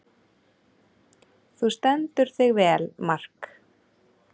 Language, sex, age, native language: Icelandic, female, 30-39, Icelandic